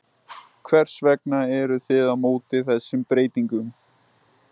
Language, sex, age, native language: Icelandic, male, 20-29, Icelandic